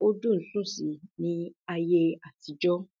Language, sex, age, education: Yoruba, male, 15-29, primary